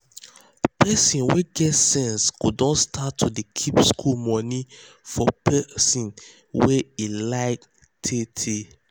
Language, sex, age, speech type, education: Nigerian Pidgin, male, 15-29, spontaneous, tertiary